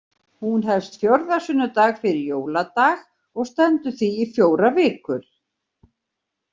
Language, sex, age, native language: Icelandic, female, 60-69, Icelandic